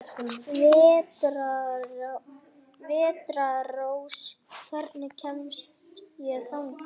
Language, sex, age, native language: Icelandic, female, 40-49, Icelandic